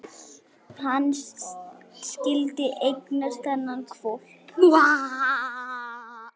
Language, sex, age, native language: Icelandic, male, 9, Icelandic